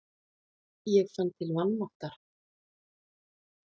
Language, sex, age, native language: Icelandic, female, 40-49, Icelandic